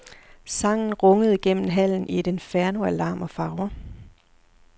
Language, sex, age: Danish, female, 40